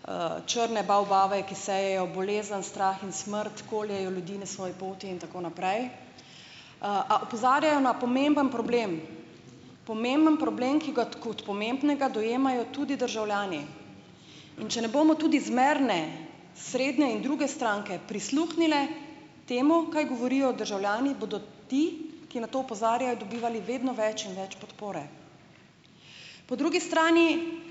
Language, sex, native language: Slovenian, female, Slovenian